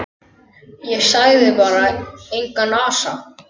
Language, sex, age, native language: Icelandic, male, 10, Icelandic